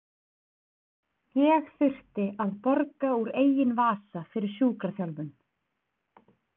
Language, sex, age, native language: Icelandic, female, 20-29, Icelandic